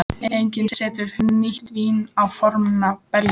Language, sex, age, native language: Icelandic, female, 14, Icelandic